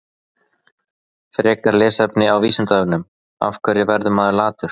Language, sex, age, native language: Icelandic, male, 30-39, Icelandic